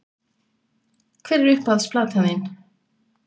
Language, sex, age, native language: Icelandic, female, 60-69, Icelandic